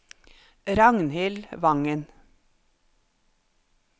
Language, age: Norwegian, 50